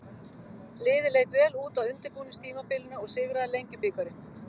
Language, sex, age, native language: Icelandic, female, 50-59, Icelandic